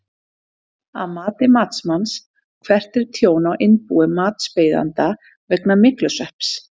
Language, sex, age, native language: Icelandic, female, 30-39, Icelandic